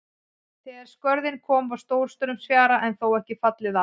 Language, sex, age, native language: Icelandic, female, 40-49, Icelandic